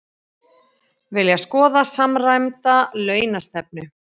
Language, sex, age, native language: Icelandic, female, 30-39, Icelandic